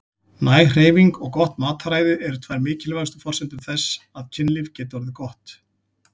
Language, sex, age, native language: Icelandic, male, 40-49, Icelandic